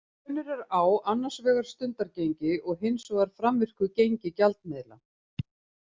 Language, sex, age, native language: Icelandic, female, 50-59, Icelandic